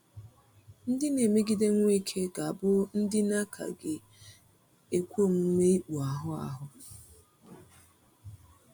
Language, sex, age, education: Igbo, female, 30-45, tertiary